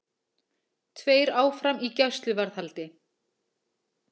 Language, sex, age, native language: Icelandic, female, 40-49, Icelandic